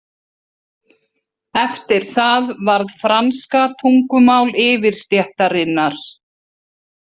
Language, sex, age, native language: Icelandic, female, 40-49, Icelandic